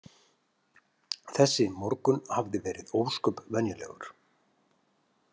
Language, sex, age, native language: Icelandic, male, 50-59, Icelandic